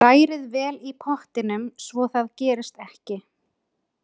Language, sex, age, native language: Icelandic, female, 20-29, Icelandic